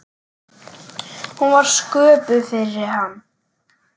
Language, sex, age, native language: Icelandic, female, 10, Icelandic